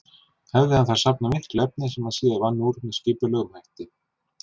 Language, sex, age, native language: Icelandic, male, 40-49, Icelandic